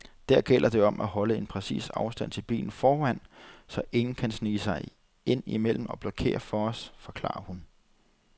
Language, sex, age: Danish, male, 30